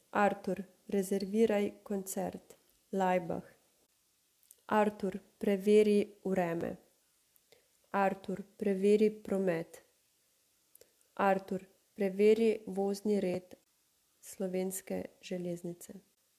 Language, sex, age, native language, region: Slovenian, female, 30-49, Slovenian, Savinja region